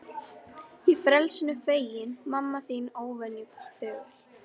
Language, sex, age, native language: Icelandic, female, 11, Icelandic